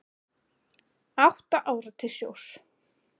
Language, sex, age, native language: Icelandic, female, 20-29, Icelandic